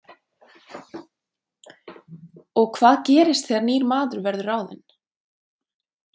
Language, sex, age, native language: Icelandic, female, 30-39, Icelandic